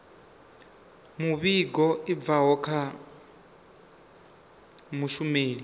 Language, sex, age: Venda, male, 25